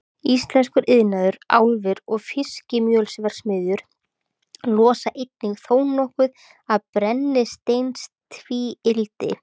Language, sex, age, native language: Icelandic, female, 30-39, Icelandic